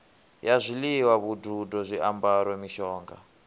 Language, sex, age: Venda, male, 24